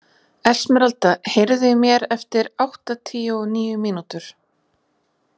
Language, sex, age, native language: Icelandic, female, 40-49, Icelandic